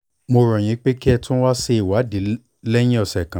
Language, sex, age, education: Yoruba, male, 15-29, tertiary